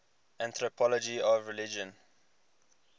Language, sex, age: English, male, 22